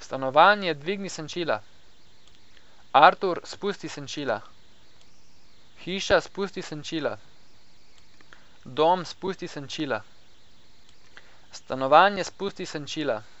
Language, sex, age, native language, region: Slovenian, male, 18-29, Slovenian, Coastal Karst region